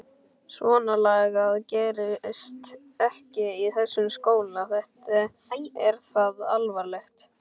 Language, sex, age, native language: Icelandic, male, 12, Icelandic